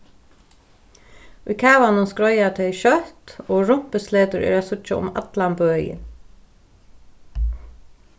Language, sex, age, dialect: Faroese, female, 36-60, Norðurstreymoy/Eysturoy